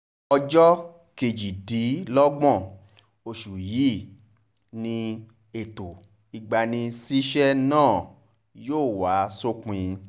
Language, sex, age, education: Yoruba, male, 30-45, tertiary